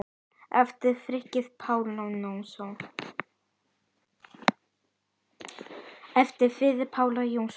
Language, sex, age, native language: Icelandic, female, 10, Icelandic